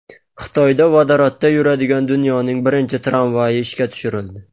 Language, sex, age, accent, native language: Uzbek, male, 19-29, Qashqadaryo, Uzbek